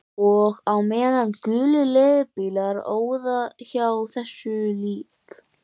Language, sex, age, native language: Icelandic, male, 11, Icelandic